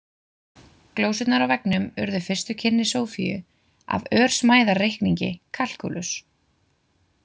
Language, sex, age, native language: Icelandic, female, 20-29, Icelandic